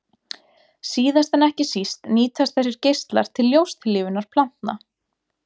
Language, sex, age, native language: Icelandic, female, 20-29, Icelandic